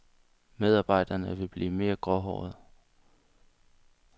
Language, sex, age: Danish, male, 22